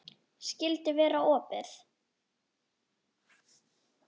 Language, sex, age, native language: Icelandic, female, 10, Icelandic